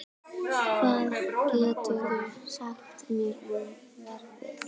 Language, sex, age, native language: Icelandic, female, 12, Icelandic